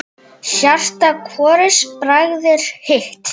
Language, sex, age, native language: Icelandic, female, 7, Icelandic